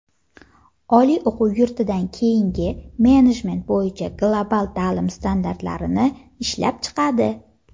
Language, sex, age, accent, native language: Uzbek, female, 19-29, Jizzax, Uzbek